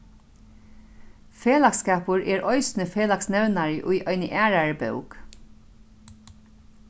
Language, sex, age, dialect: Faroese, female, 36-60, Norðurstreymoy/Eysturoy